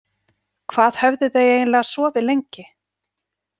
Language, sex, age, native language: Icelandic, female, 40-49, Icelandic